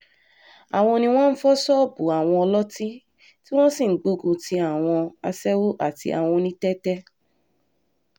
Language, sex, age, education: Yoruba, female, 15-29, tertiary